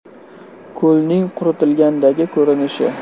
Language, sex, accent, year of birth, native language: Uzbek, male, Toshkent shahri, 1995, Uzbek